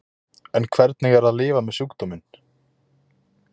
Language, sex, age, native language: Icelandic, male, 20-29, Icelandic